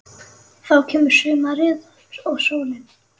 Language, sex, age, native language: Icelandic, female, 9, Icelandic